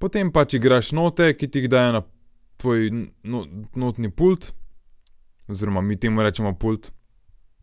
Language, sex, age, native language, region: Slovenian, male, 18-29, Slovenian, Gorenjska region